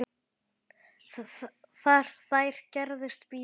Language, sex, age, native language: Icelandic, male, 8, Icelandic